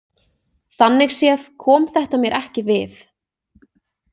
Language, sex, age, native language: Icelandic, female, 20-29, Icelandic